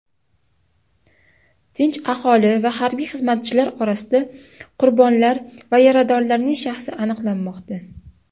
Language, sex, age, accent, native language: Uzbek, female, under 19, Toshkent viloyati, Uzbek